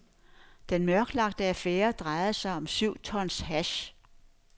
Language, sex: Danish, female